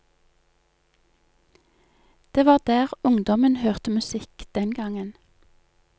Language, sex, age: Norwegian, female, 48